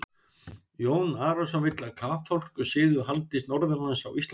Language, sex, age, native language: Icelandic, male, 60-69, Icelandic